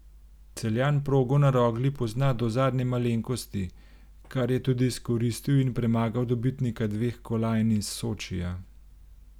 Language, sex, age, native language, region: Slovenian, male, 30-49, Slovenian, Gorenjska region